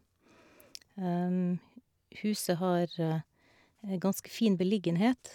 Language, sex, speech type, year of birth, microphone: Norwegian, female, spontaneous, 1969, Shure